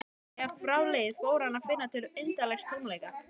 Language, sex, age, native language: Icelandic, male, 12, Icelandic